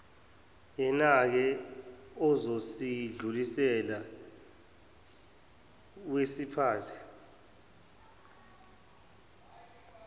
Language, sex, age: Zulu, male, 24